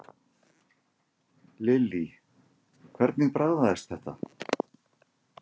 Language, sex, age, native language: Icelandic, male, 50-59, Icelandic